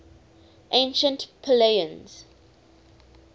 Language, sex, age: English, female, 19